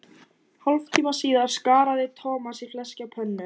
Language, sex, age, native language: Icelandic, female, 14, Icelandic